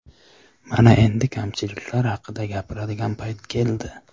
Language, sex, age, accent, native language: Uzbek, male, 25-34, Samarqand, Uzbek